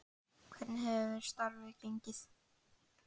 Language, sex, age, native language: Icelandic, male, 10, Icelandic